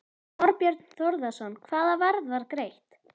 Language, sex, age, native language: Icelandic, female, 11, Icelandic